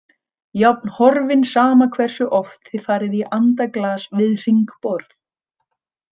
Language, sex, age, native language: Icelandic, female, 30-39, Icelandic